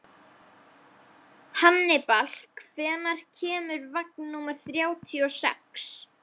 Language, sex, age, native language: Icelandic, female, 12, Icelandic